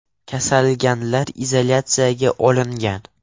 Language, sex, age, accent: Uzbek, male, 12-17, Toshkent viloyati